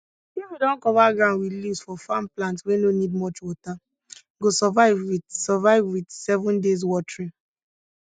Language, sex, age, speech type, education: Nigerian Pidgin, female, 15-29, spontaneous, tertiary